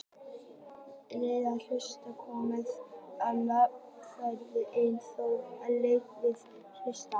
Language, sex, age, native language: Icelandic, female, 30-39, Icelandic